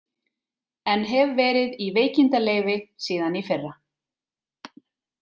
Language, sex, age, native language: Icelandic, female, 30-39, Icelandic